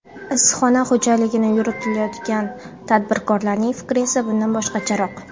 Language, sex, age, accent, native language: Uzbek, female, 18-24, Jizzax, Uzbek